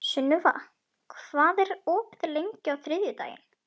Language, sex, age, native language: Icelandic, male, 11, Icelandic